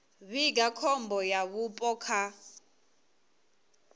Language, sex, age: Venda, female, 22